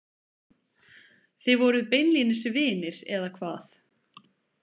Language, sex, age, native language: Icelandic, female, 20-29, Icelandic